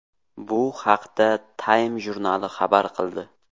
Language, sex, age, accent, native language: Uzbek, male, 18-24, Surxondaryo, Uzbek